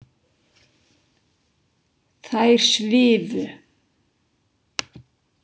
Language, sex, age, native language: Icelandic, female, 60-69, Icelandic